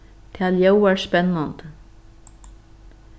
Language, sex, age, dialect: Faroese, female, 36-60, Norðuroyggjar